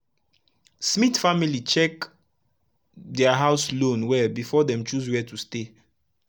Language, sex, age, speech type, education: Nigerian Pidgin, male, 15-29, spontaneous, tertiary